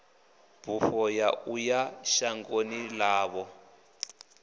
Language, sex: Venda, male